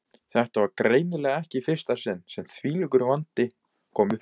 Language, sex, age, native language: Icelandic, male, 20-29, Icelandic